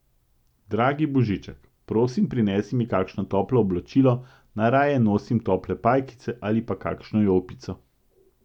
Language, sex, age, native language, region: Slovenian, male, 50-59, Slovenian, Central Slovenia